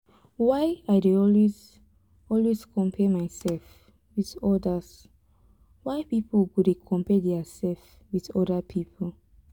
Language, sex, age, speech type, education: Nigerian Pidgin, female, 15-29, spontaneous, tertiary